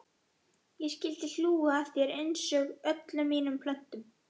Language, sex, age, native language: Icelandic, female, 11, Icelandic